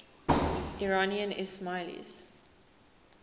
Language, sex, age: English, female, 19